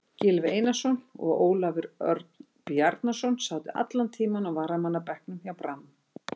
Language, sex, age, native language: Icelandic, female, 60-69, Icelandic